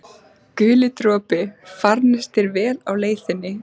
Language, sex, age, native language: Icelandic, female, 14, Icelandic